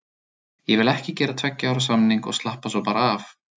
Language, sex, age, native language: Icelandic, male, 30-39, Icelandic